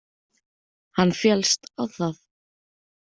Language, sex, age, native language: Icelandic, female, 30-39, Icelandic